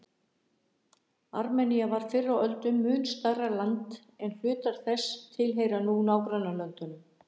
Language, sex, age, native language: Icelandic, female, 60-69, Icelandic